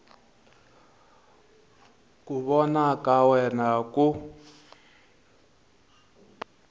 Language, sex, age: Tsonga, male, 22